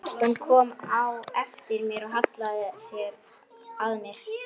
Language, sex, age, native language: Icelandic, male, 11, Icelandic